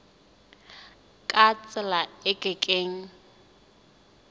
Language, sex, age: Southern Sotho, female, 20